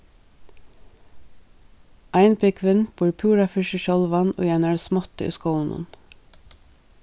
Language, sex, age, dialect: Faroese, female, 36-60, Suðurstreymoy